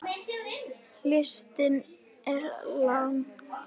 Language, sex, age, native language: Icelandic, female, 10, Icelandic